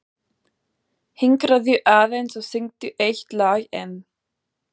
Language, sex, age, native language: Icelandic, female, 20-29, German